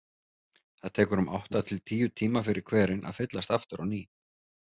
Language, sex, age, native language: Icelandic, male, 30-39, Icelandic